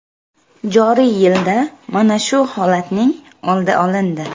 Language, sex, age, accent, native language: Uzbek, female, 25-34, Samarqand, Uzbek